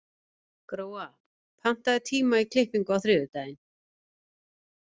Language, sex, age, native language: Icelandic, female, 50-59, Icelandic